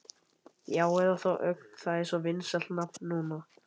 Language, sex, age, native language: Icelandic, male, 11, Icelandic